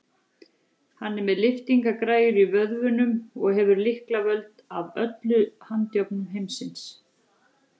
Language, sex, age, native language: Icelandic, female, 40-49, Icelandic